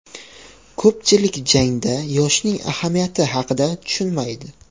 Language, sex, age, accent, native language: Uzbek, male, 18-24, Qashqadaryo, Uzbek